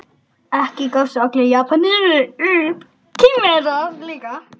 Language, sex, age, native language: Icelandic, male, 9, Icelandic